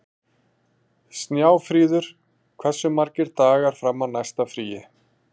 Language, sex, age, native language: Icelandic, male, 40-49, Icelandic